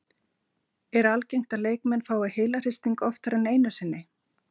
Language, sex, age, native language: Icelandic, female, 50-59, Icelandic